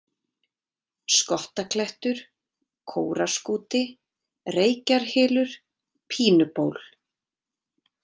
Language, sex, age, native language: Icelandic, female, 30-39, Icelandic